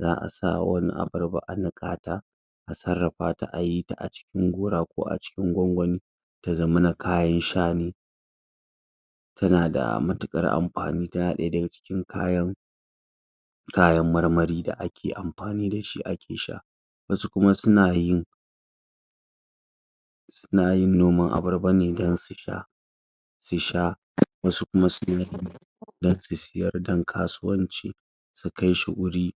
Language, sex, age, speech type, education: Hausa, female, 60+, spontaneous, secondary